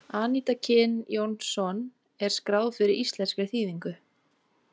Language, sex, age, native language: Icelandic, female, 20-29, Icelandic